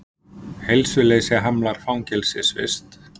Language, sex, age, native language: Icelandic, male, 50-59, Icelandic